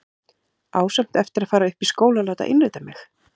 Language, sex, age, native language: Icelandic, female, 40-49, Icelandic